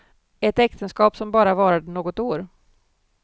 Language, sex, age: Swedish, female, 47